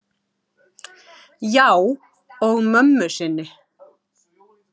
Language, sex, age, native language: Icelandic, female, 40-49, Icelandic